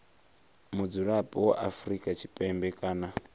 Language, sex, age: Venda, male, 23